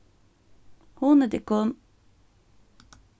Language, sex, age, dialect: Faroese, female, 15-35, Suðurstreymoy